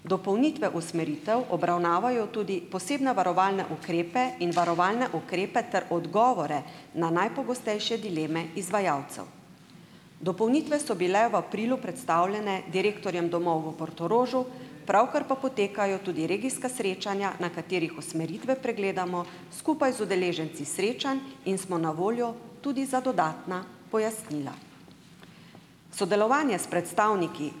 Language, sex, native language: Slovenian, female, Slovenian